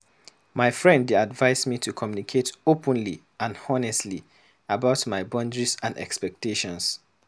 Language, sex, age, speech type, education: Nigerian Pidgin, male, 15-29, read, secondary